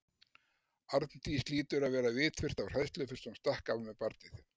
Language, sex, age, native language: Icelandic, male, 60-69, Icelandic